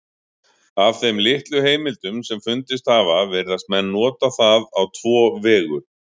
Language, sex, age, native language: Icelandic, male, 40-49, Icelandic